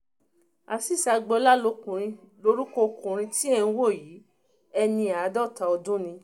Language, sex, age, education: Yoruba, female, 30-45, tertiary